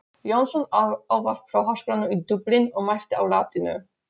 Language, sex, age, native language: Icelandic, female, 16, Polish